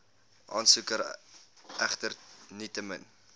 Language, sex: Afrikaans, male